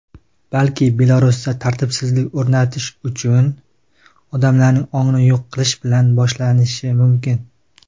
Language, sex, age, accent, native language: Uzbek, male, 19-29, Qashqadaryo, Uzbek